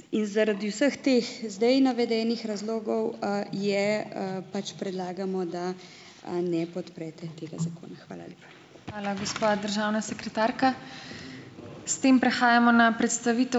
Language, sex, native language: Slovenian, female, Slovenian